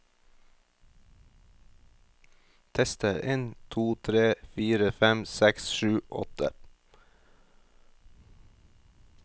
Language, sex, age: Norwegian, male, 38